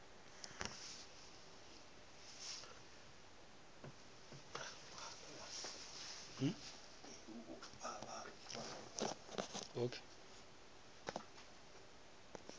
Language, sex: Northern Sotho, male